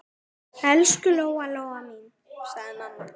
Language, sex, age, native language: Icelandic, male, 9, Icelandic